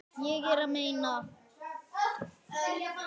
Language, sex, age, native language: Icelandic, male, 9, Icelandic